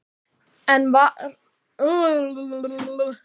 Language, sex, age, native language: Icelandic, female, 12, Icelandic